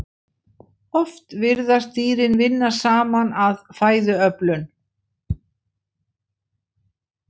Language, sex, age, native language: Icelandic, female, 60-69, Icelandic